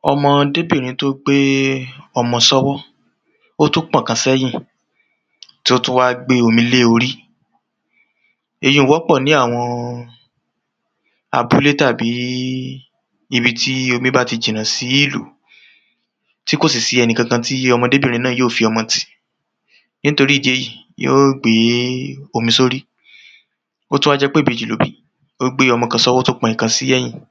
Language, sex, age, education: Yoruba, male, 30-45, tertiary